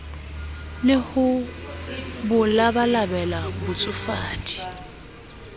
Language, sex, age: Southern Sotho, female, 30